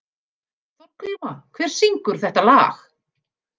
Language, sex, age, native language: Icelandic, female, 50-59, Icelandic